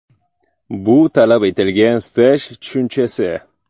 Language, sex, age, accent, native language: Uzbek, male, 18-24, Samarqand, Uzbek